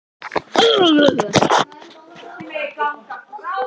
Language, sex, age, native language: Icelandic, male, 40-49, Icelandic